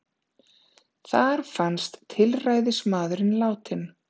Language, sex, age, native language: Icelandic, female, 30-39, Icelandic